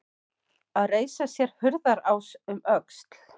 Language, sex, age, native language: Icelandic, female, 20-29, Icelandic